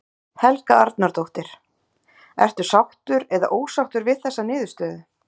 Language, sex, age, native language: Icelandic, female, 30-39, Icelandic